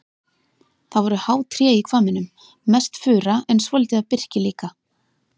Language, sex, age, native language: Icelandic, female, 30-39, Icelandic